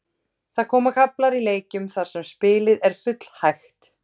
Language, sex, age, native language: Icelandic, female, 30-39, Icelandic